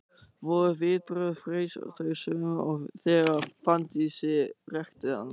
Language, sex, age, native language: Icelandic, male, 14, German